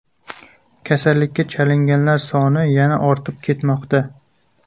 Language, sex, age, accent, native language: Uzbek, male, 25-34, Jizzax, Uzbek